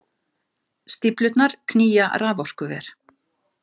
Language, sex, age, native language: Icelandic, female, 50-59, Icelandic